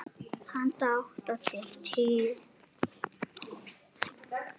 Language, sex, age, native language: Icelandic, male, 7, Icelandic